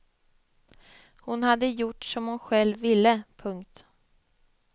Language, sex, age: Swedish, female, 25